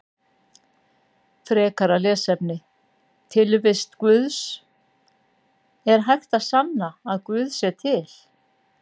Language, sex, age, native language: Icelandic, female, 60-69, Icelandic